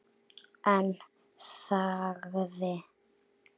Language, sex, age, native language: Icelandic, male, 7, Icelandic